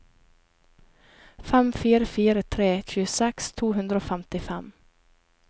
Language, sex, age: Norwegian, female, 28